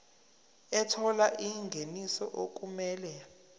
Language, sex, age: Zulu, male, 23